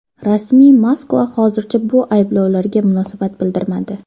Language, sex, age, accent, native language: Uzbek, female, 12-17, Farg'ona, Uzbek